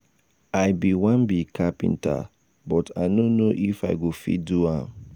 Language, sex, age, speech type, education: Nigerian Pidgin, male, 15-29, spontaneous, tertiary